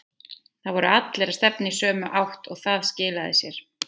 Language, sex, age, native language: Icelandic, female, 30-39, Icelandic